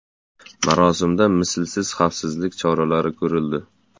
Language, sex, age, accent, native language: Uzbek, male, 18-24, Toshkent shahri, Uzbek